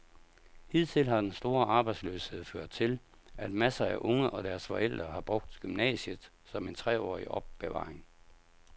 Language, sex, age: Danish, male, 57